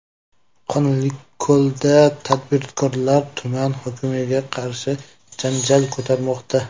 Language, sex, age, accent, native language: Uzbek, male, 25-34, Jizzax, Uzbek